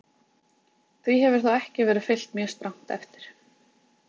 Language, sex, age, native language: Icelandic, female, 20-29, Icelandic